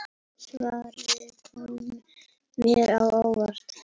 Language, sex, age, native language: Icelandic, female, 8, Icelandic